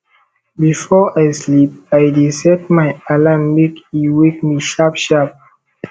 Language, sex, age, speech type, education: Nigerian Pidgin, male, 15-29, spontaneous, tertiary